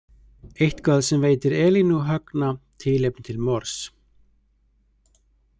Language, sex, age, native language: Icelandic, male, 30-39, Icelandic